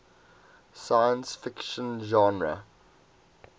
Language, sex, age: English, male, 18